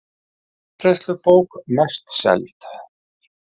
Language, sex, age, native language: Icelandic, male, 40-49, Icelandic